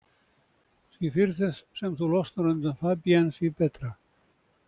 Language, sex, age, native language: Icelandic, male, 70-79, Icelandic